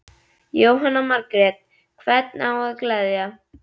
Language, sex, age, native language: Icelandic, female, 11, Icelandic